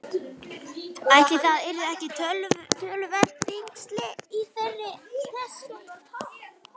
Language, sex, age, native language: Icelandic, male, 11, Icelandic